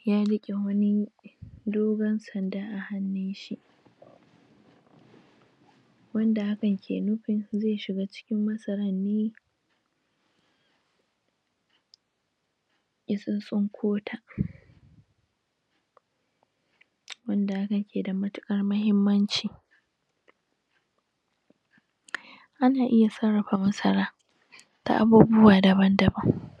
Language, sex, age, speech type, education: Hausa, female, 15-29, spontaneous, tertiary